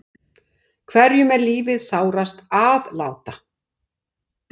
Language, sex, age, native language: Icelandic, female, 60-69, Icelandic